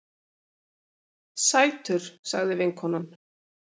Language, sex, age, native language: Icelandic, female, 50-59, Icelandic